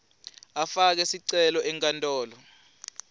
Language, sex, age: Swati, male, 20